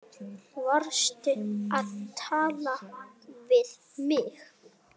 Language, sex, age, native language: Icelandic, male, 7, Icelandic